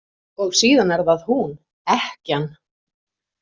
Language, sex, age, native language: Icelandic, female, 30-39, Icelandic